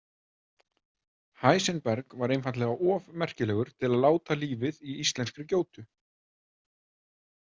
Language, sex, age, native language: Icelandic, male, 30-39, Icelandic